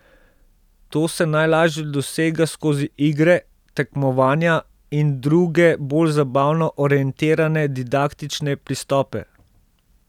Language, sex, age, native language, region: Slovenian, male, 30-49, Slovenian, Central Slovenia